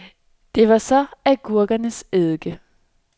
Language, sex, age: Danish, female, 26